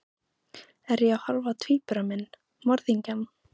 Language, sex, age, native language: Icelandic, female, 15, Icelandic